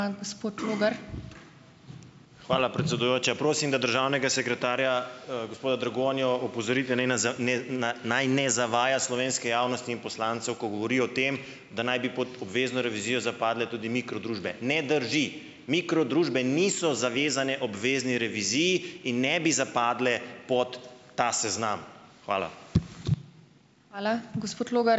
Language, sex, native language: Slovenian, male, Slovenian